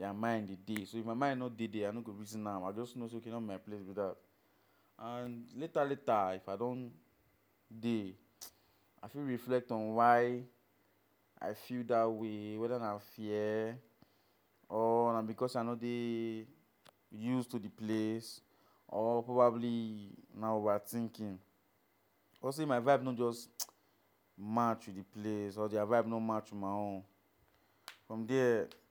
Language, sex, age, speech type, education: Nigerian Pidgin, male, 15-29, spontaneous, tertiary